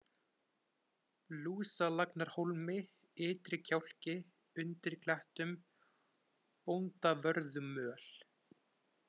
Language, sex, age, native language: Icelandic, male, 20-29, Icelandic